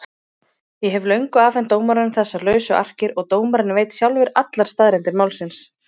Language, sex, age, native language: Icelandic, female, 30-39, Icelandic